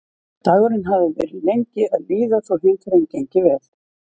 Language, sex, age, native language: Icelandic, female, 50-59, Icelandic